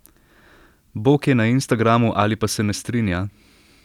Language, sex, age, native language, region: Slovenian, male, 18-29, Slovenian, Central Slovenia